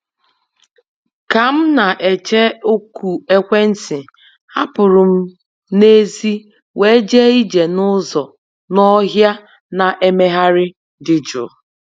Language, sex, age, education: Igbo, female, 30-45, tertiary